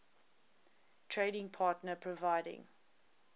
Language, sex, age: English, female, 20